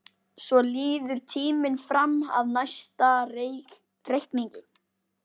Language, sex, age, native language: Icelandic, male, 12, Icelandic